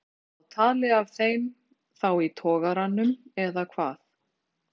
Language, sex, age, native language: Icelandic, female, 40-49, Icelandic